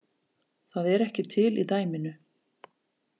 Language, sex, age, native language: Icelandic, female, 40-49, Icelandic